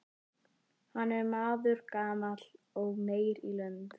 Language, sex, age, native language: Icelandic, female, 11, Icelandic